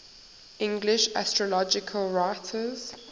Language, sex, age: English, female, 19